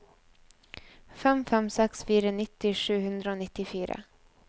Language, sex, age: Norwegian, female, 24